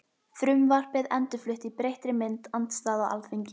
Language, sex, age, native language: Icelandic, female, 12, Icelandic